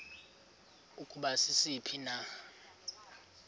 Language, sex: Xhosa, male